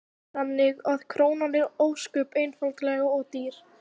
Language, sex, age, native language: Icelandic, female, 18-19, Icelandic